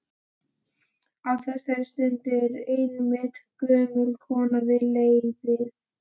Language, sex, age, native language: Icelandic, male, 12, Icelandic